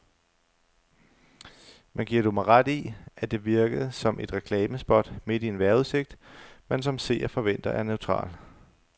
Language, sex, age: Danish, male, 35